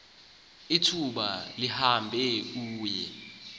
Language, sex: Xhosa, male